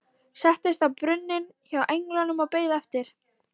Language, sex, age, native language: Icelandic, female, 13, Icelandic